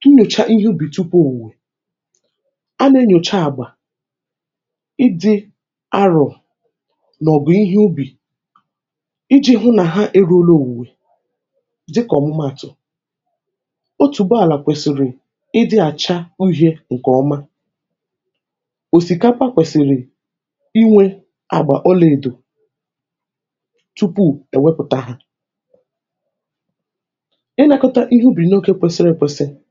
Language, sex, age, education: Igbo, female, 15-29, tertiary